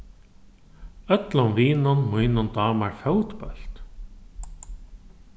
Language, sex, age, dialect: Faroese, male, 36-60, Norðurstreymoy/Eysturoy